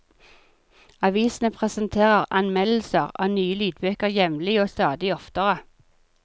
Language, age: Norwegian, 40